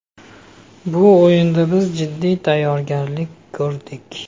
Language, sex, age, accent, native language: Uzbek, male, 25-34, Andijon, Uzbek